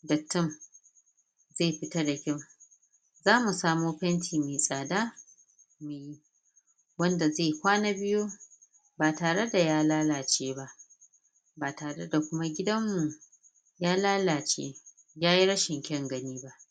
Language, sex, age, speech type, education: Hausa, female, 30-45, spontaneous, tertiary